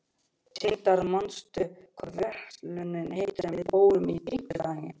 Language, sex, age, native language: Icelandic, male, 12, Icelandic